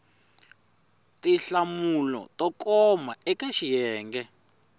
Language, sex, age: Tsonga, male, 21